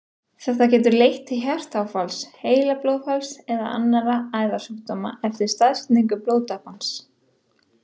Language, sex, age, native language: Icelandic, female, 30-39, Icelandic